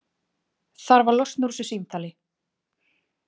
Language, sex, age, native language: Icelandic, female, 20-29, Icelandic